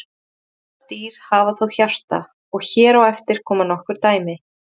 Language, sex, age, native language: Icelandic, female, 30-39, Icelandic